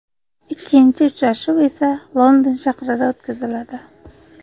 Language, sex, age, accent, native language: Uzbek, female, 25-34, Qashqadaryo, Uzbek